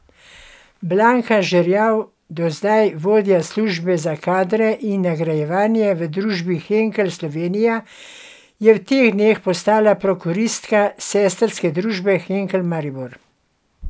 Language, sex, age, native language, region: Slovenian, female, 60+, Slovenian, Gorenjska region